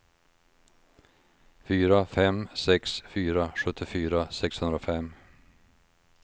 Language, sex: Swedish, male